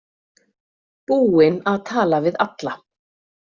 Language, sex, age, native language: Icelandic, female, 40-49, Icelandic